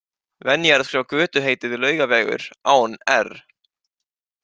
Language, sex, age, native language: Icelandic, male, 18-19, Icelandic